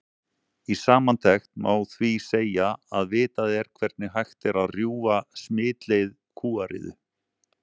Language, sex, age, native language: Icelandic, male, 40-49, Icelandic